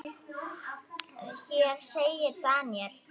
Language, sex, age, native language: Icelandic, female, 9, Icelandic